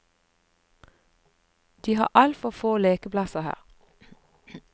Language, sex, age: Norwegian, female, 59